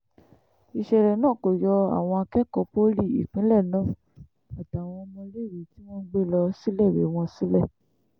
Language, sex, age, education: Yoruba, female, 15-29, tertiary